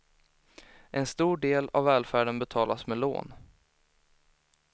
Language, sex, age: Swedish, male, 18